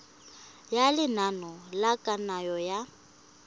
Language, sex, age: Tswana, female, 20